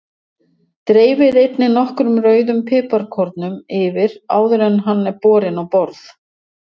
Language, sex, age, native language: Icelandic, female, 60-69, Icelandic